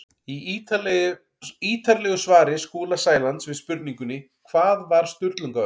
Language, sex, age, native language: Icelandic, male, 40-49, Icelandic